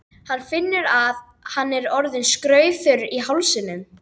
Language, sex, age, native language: Icelandic, female, 12, Icelandic